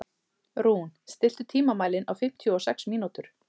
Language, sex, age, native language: Icelandic, male, 30-39, Icelandic